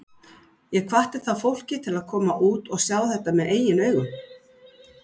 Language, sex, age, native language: Icelandic, female, 60-69, Icelandic